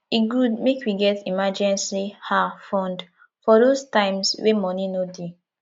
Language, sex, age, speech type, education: Nigerian Pidgin, female, 15-29, spontaneous, tertiary